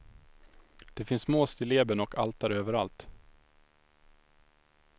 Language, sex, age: Swedish, male, 25